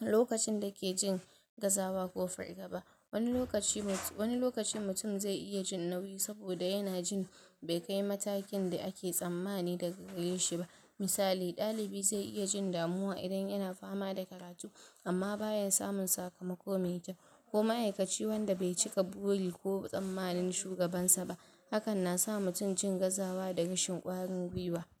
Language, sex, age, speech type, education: Hausa, female, 46-60, spontaneous, tertiary